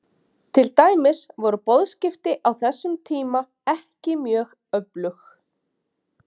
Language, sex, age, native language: Icelandic, female, 30-39, Icelandic